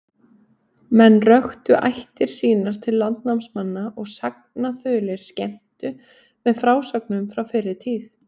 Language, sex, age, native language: Icelandic, female, 30-39, Icelandic